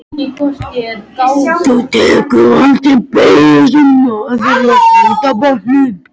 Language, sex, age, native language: Icelandic, other, 13, French